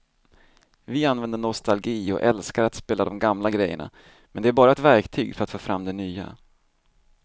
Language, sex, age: Swedish, male, 38